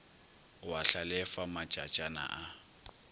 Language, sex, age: Northern Sotho, male, 22